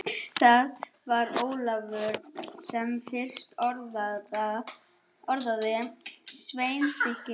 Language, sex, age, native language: Icelandic, female, 11, German